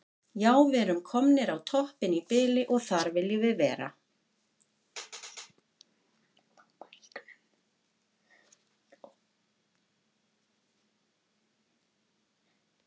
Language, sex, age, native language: Icelandic, female, 50-59, Icelandic